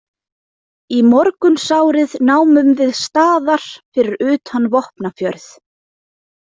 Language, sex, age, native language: Icelandic, female, 20-29, Icelandic